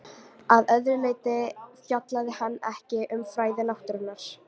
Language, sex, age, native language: Icelandic, female, 18-19, Icelandic